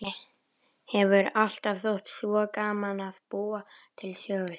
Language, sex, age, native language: Icelandic, male, 11, Icelandic